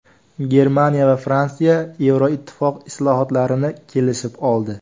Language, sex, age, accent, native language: Uzbek, male, 18-24, Farg'ona, Uzbek